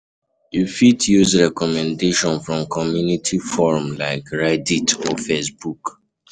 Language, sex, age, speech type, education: Nigerian Pidgin, male, 15-29, spontaneous, tertiary